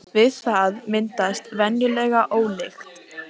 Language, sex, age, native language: Icelandic, female, 18-19, Icelandic